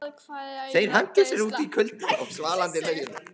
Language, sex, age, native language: Icelandic, male, 15, Icelandic